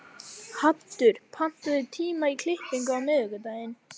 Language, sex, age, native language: Icelandic, female, 11, Icelandic